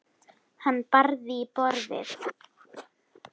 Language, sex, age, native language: Icelandic, female, 10, Icelandic